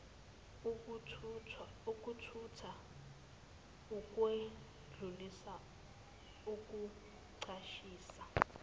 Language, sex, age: Zulu, female, 19